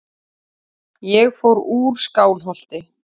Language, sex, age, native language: Icelandic, female, 40-49, Icelandic